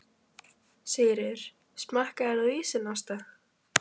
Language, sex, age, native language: Icelandic, female, 12, Icelandic